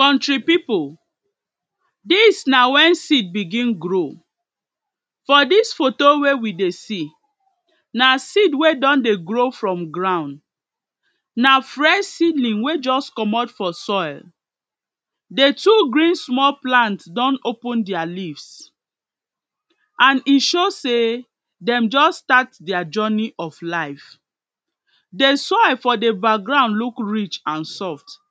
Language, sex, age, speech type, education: Nigerian Pidgin, female, 15-29, spontaneous, secondary